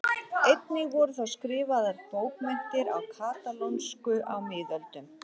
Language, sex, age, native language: Icelandic, female, 50-59, Icelandic